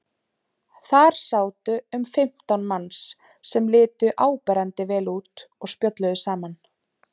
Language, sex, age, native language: Icelandic, female, 30-39, Icelandic